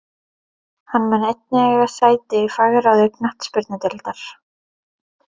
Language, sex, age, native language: Icelandic, female, 30-39, Icelandic